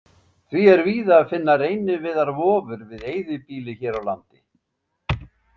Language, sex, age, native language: Icelandic, male, 70-79, Icelandic